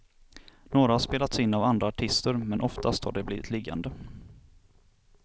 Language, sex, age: Swedish, male, 27